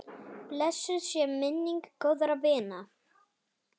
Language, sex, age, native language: Icelandic, female, 9, Icelandic